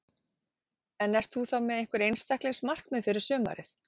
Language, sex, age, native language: Icelandic, female, 40-49, Icelandic